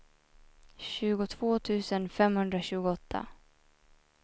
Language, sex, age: Swedish, female, 24